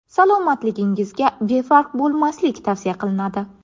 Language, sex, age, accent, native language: Uzbek, female, 18-24, Navoiy, Uzbek